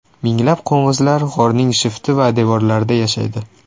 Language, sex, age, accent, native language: Uzbek, male, 18-24, Toshkent shahri, Uzbek